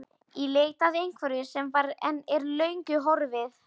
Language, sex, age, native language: Icelandic, male, 40-49, Polish